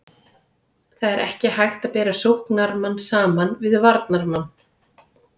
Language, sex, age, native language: Icelandic, female, 30-39, Icelandic